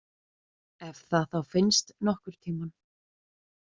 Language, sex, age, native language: Icelandic, female, 20-29, Icelandic